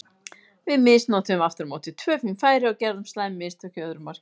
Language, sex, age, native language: Icelandic, female, 30-39, Icelandic